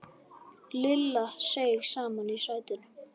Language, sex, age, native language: Icelandic, male, 10, Icelandic